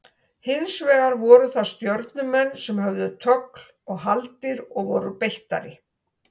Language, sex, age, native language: Icelandic, female, 60-69, Icelandic